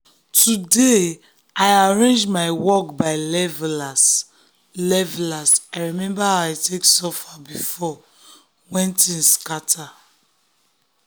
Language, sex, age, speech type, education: Nigerian Pidgin, female, 15-29, spontaneous, tertiary